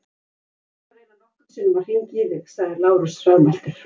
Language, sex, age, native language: Icelandic, female, 50-59, Icelandic